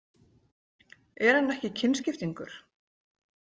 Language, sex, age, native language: Icelandic, female, 40-49, Icelandic